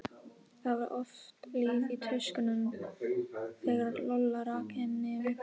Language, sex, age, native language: Icelandic, female, 18-19, Icelandic